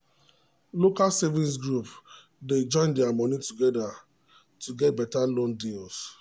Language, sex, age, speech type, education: Nigerian Pidgin, male, 30-45, spontaneous, tertiary